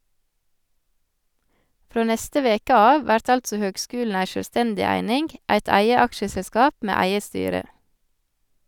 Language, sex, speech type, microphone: Norwegian, female, read, Sennheiser